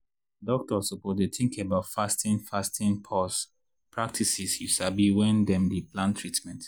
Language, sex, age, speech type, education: Nigerian Pidgin, male, 30-45, spontaneous, tertiary